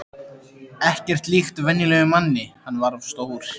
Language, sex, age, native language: Icelandic, male, 13, Icelandic